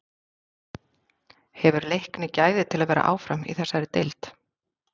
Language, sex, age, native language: Icelandic, female, 40-49, Icelandic